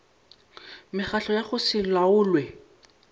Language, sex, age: Northern Sotho, male, 22